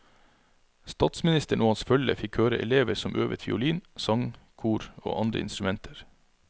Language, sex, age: Norwegian, male, 33